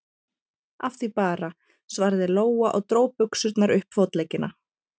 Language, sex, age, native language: Icelandic, female, 30-39, Icelandic